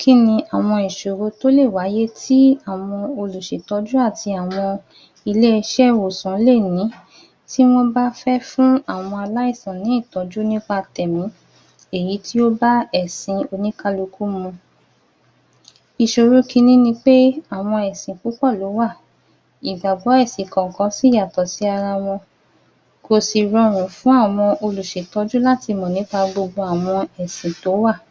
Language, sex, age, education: Yoruba, female, 30-45, tertiary